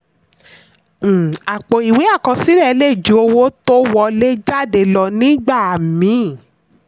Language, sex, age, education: Yoruba, female, 30-45, tertiary